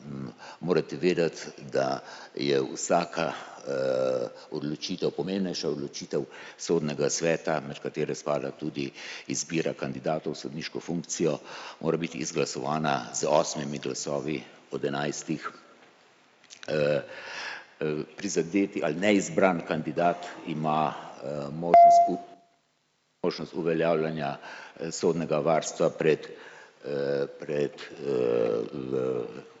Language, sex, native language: Slovenian, male, Slovenian